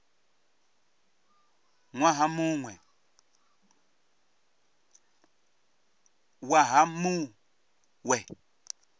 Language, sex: Venda, male